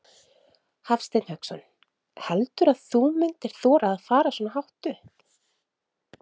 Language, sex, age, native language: Icelandic, female, 30-39, Icelandic